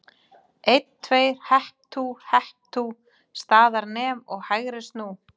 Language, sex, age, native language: Icelandic, female, 30-39, Icelandic